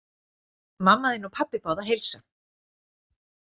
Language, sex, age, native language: Icelandic, female, 40-49, Icelandic